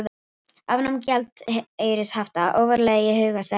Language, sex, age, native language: Icelandic, female, 18-19, Icelandic